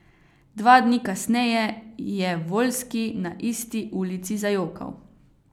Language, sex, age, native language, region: Slovenian, female, 18-29, Slovenian, Carinthia region